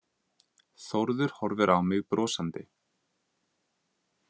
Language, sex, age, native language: Icelandic, male, 20-29, Icelandic